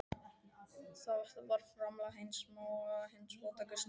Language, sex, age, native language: Icelandic, male, 12, Icelandic